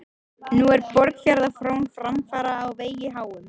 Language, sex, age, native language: Icelandic, female, 13, Icelandic